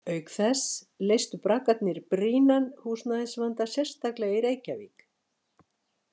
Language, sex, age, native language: Icelandic, female, 60-69, Icelandic